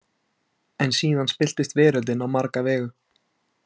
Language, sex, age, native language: Icelandic, male, 20-29, Icelandic